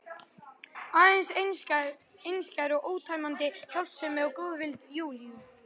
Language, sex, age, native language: Icelandic, male, 11, Icelandic